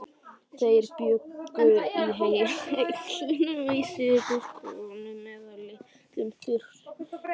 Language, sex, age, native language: Icelandic, male, 11, Icelandic